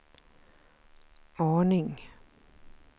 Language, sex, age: Swedish, female, 47